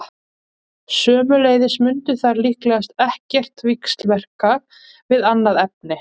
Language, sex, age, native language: Icelandic, female, 20-29, Icelandic